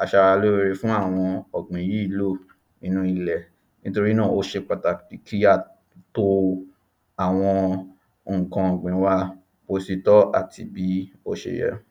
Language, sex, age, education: Yoruba, male, 15-29, tertiary